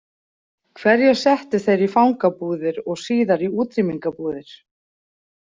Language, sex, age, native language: Icelandic, female, 40-49, Icelandic